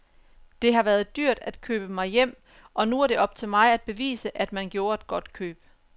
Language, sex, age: Danish, female, 34